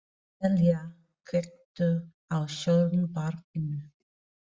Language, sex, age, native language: Icelandic, female, 40-49, Filipino